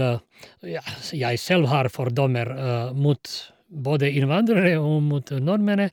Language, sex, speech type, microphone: Norwegian, male, spontaneous, Shure